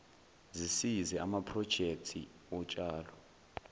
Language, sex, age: Zulu, male, 20